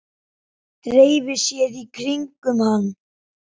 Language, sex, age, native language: Icelandic, male, 10, Icelandic